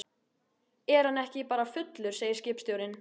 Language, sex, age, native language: Icelandic, female, 13, Icelandic